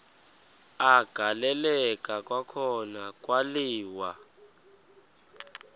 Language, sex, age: Xhosa, male, 23